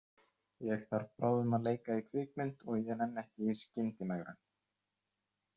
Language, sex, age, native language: Icelandic, male, 30-39, Icelandic